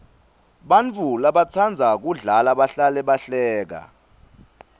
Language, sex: Swati, male